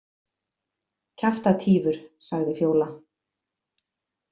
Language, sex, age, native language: Icelandic, female, 50-59, Icelandic